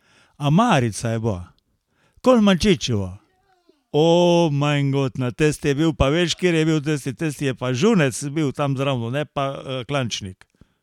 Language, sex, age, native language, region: Slovenian, male, 60+, Slovenian, Carinthia region